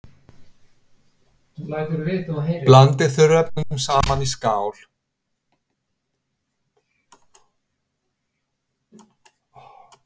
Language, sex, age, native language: Icelandic, male, 60-69, Icelandic